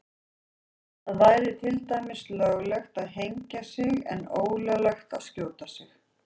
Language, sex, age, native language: Icelandic, female, 40-49, Icelandic